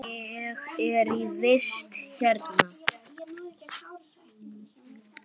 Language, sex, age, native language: Icelandic, male, 7, Icelandic